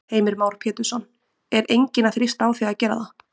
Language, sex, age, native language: Icelandic, female, 20-29, Icelandic